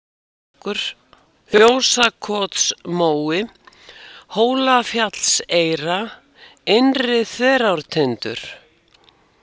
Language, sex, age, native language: Icelandic, female, 70-79, Icelandic